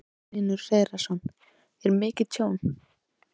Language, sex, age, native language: Icelandic, female, 18-19, Icelandic